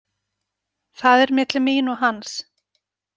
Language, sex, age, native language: Icelandic, female, 40-49, Icelandic